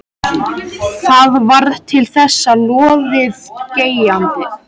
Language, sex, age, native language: Icelandic, male, 13, Icelandic